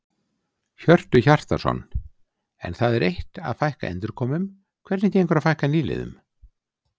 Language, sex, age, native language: Icelandic, male, 60-69, Icelandic